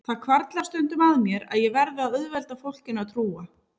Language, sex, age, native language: Icelandic, female, 30-39, Icelandic